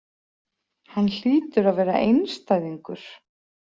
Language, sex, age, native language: Icelandic, female, 40-49, Icelandic